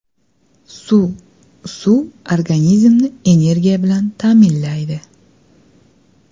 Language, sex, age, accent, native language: Uzbek, female, 25-34, Andijon, Uzbek